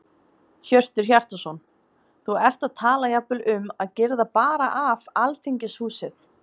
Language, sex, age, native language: Icelandic, female, 20-29, Icelandic